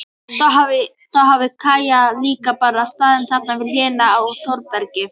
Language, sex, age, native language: Icelandic, female, 18-19, Icelandic